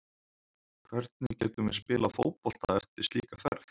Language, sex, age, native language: Icelandic, male, 20-29, Icelandic